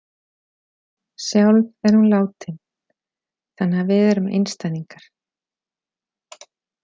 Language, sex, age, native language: Icelandic, female, 40-49, Icelandic